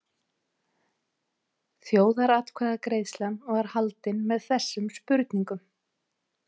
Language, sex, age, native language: Icelandic, female, 30-39, Icelandic